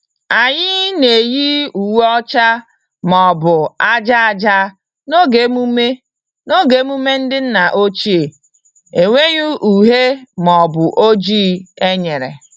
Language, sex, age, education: Igbo, female, 30-45, tertiary